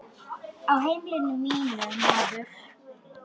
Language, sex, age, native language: Icelandic, female, 10, Icelandic